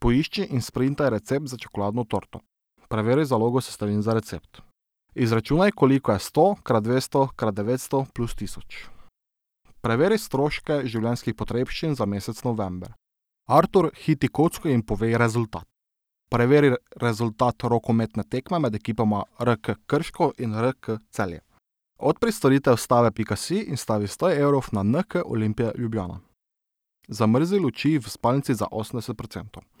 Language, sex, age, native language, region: Slovenian, male, 18-29, Slovenian, Drava region